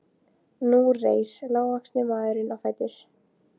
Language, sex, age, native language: Icelandic, female, 15, Icelandic